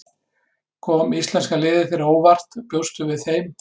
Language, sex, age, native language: Icelandic, male, 60-69, Icelandic